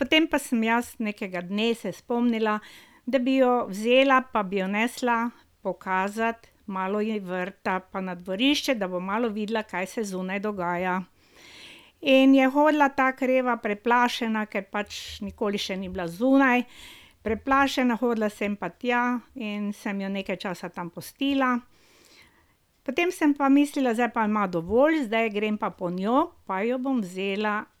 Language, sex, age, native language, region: Slovenian, female, 60+, Slovenian, Drava region